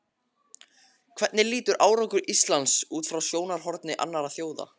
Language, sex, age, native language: Icelandic, male, 14, Icelandic